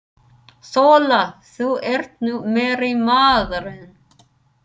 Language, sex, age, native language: Icelandic, female, 30-39, English